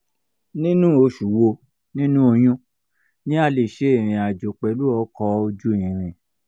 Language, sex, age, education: Yoruba, male, 46-60, tertiary